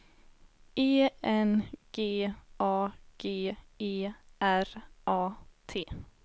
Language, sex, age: Swedish, female, 18